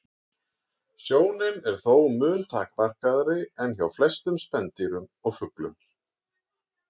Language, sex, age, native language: Icelandic, male, 40-49, Icelandic